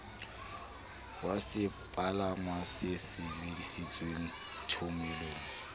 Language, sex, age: Southern Sotho, male, 26